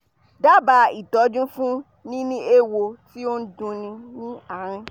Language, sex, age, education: Yoruba, female, 15-29, tertiary